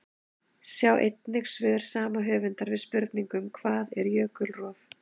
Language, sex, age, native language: Icelandic, female, 30-39, Icelandic